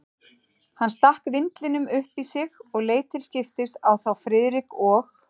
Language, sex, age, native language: Icelandic, female, 40-49, Icelandic